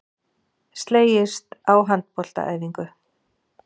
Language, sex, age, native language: Icelandic, female, 40-49, Icelandic